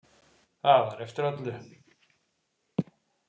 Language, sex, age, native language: Icelandic, male, 60-69, Icelandic